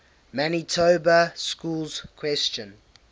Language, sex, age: English, male, 18